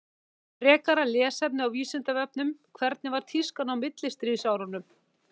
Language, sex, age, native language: Icelandic, female, 50-59, Icelandic